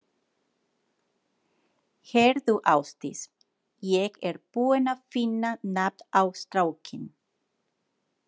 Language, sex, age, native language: Icelandic, female, 40-49, Spanish